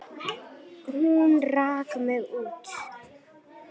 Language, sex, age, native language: Icelandic, female, 9, Icelandic